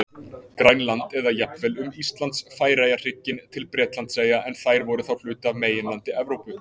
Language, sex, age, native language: Icelandic, male, 20-29, Icelandic